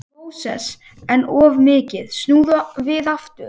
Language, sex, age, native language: Icelandic, male, 18-19, Icelandic